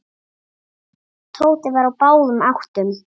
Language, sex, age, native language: Icelandic, female, 7, Icelandic